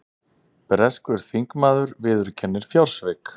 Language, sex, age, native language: Icelandic, male, 30-39, Icelandic